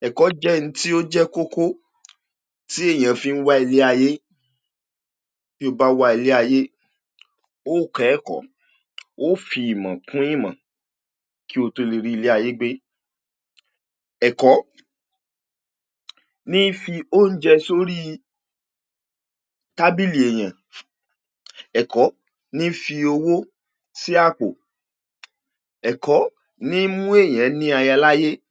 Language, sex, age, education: Yoruba, male, 46-60, tertiary